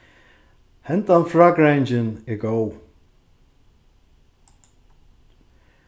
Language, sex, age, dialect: Faroese, male, 36-60, Suðurstreymoy